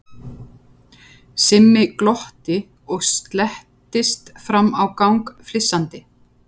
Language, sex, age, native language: Icelandic, female, 50-59, Icelandic